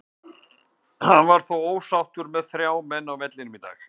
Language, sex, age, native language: Icelandic, male, 50-59, Icelandic